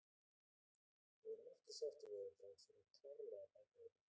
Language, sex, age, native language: Icelandic, male, 20-29, Icelandic